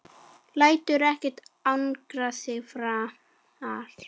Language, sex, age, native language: Icelandic, female, 10, Icelandic